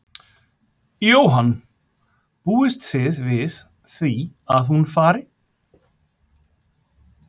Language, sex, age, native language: Icelandic, male, 50-59, Icelandic